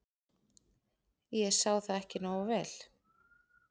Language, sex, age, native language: Icelandic, female, 40-49, Icelandic